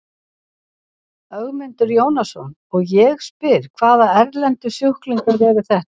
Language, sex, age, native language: Icelandic, female, 60-69, Icelandic